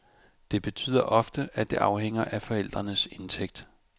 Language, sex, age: Danish, male, 34